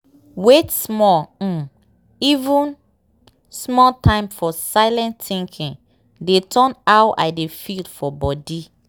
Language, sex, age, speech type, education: Nigerian Pidgin, female, 15-29, spontaneous, tertiary